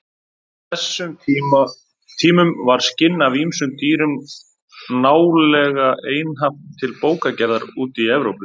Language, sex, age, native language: Icelandic, male, 30-39, Icelandic